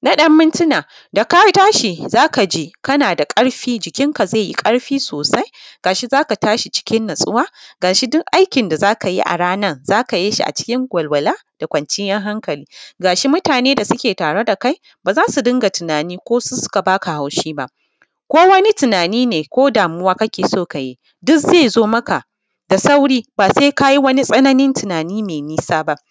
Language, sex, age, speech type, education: Hausa, female, 15-29, spontaneous, tertiary